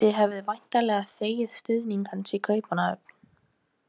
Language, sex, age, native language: Icelandic, female, 18-19, Icelandic